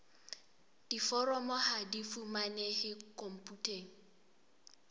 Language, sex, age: Southern Sotho, female, 23